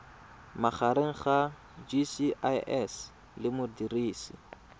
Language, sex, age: Tswana, male, 20